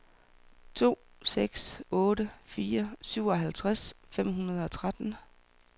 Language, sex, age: Danish, female, 44